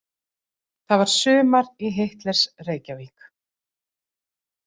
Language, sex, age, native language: Icelandic, female, 40-49, Icelandic